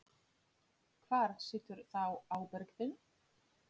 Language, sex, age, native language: Icelandic, female, 30-39, Polish